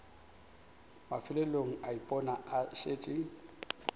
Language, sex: Northern Sotho, male